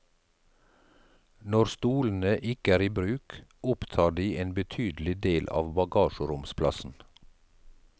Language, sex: Norwegian, male